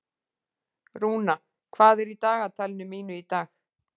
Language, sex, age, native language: Icelandic, female, 40-49, Icelandic